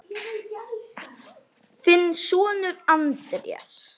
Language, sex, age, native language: Icelandic, male, 9, Icelandic